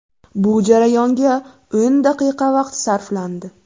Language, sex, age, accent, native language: Uzbek, female, 18-24, Buxoro, Uzbek